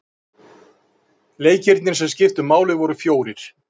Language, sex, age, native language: Icelandic, male, 50-59, Icelandic